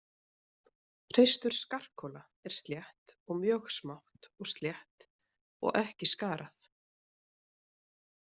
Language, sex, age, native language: Icelandic, female, 30-39, Icelandic